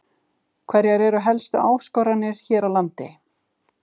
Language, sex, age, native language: Icelandic, female, 50-59, Icelandic